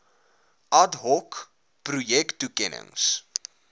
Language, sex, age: Afrikaans, male, 21